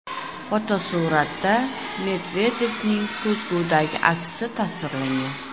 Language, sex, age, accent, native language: Uzbek, female, 25-34, Jizzax, Uzbek